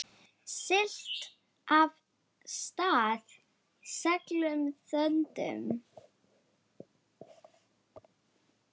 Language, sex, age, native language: Icelandic, female, 8, Icelandic